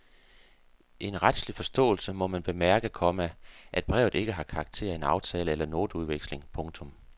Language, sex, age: Danish, male, 48